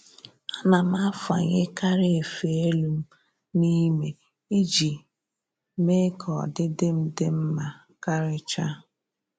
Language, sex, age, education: Igbo, female, 30-45, tertiary